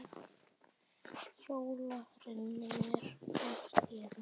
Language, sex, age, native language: Icelandic, male, 9, Icelandic